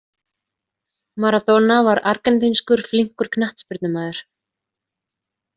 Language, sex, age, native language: Icelandic, female, 30-39, Icelandic